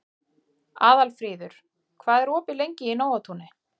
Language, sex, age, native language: Icelandic, female, 40-49, Icelandic